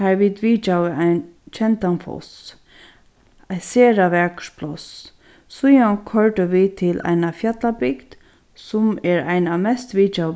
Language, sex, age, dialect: Faroese, female, 36-60, Sandoy